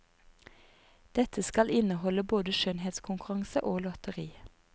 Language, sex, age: Norwegian, female, 30